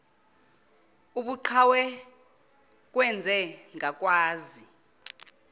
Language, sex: Zulu, female